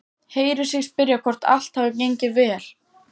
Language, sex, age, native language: Icelandic, female, 14, Icelandic